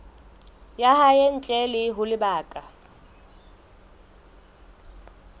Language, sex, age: Southern Sotho, female, 22